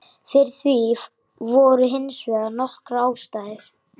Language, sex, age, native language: Icelandic, male, 40-49, Icelandic